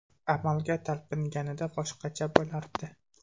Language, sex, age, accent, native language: Uzbek, male, 18-24, Sirdaryo, Uzbek